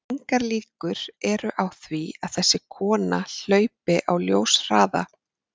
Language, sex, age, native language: Icelandic, female, 40-49, Icelandic